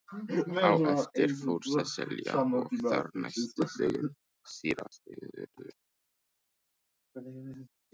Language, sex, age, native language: Icelandic, male, 15, Icelandic